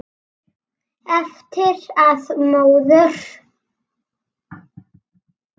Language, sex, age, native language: Icelandic, female, 7, Icelandic